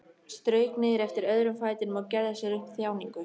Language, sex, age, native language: Icelandic, female, 13, Icelandic